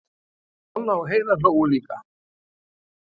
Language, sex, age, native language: Icelandic, male, 70-79, Icelandic